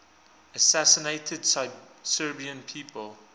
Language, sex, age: English, male, 20